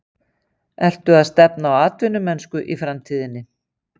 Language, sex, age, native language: Icelandic, female, 50-59, Icelandic